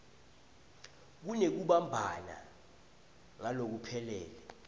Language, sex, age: Swati, male, 20